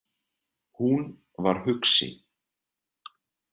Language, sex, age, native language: Icelandic, male, 30-39, Icelandic